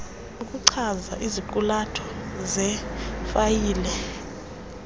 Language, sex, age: Xhosa, female, 28